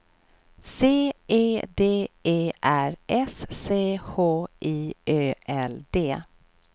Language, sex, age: Swedish, female, 46